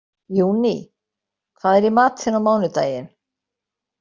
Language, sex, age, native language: Icelandic, female, 60-69, Icelandic